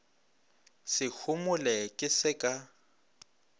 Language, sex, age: Northern Sotho, male, 26